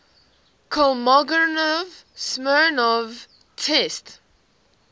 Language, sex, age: English, female, 18